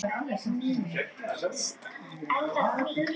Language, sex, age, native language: Icelandic, female, 10, Icelandic